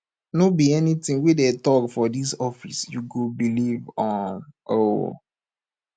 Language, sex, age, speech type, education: Nigerian Pidgin, male, 15-29, spontaneous, tertiary